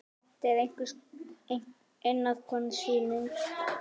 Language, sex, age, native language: Icelandic, female, 9, Icelandic